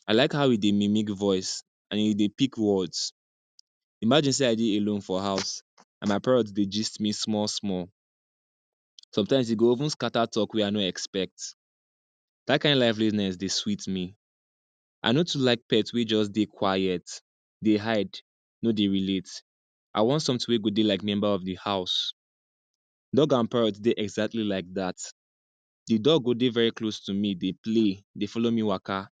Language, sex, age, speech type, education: Nigerian Pidgin, male, 15-29, spontaneous, secondary